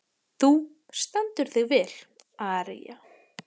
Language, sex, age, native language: Icelandic, female, 14, Icelandic